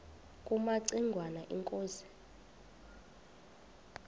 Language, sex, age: Xhosa, female, 26